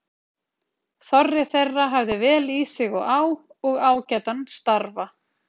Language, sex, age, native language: Icelandic, female, 30-39, Icelandic